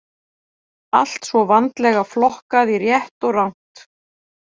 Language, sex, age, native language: Icelandic, female, 40-49, Icelandic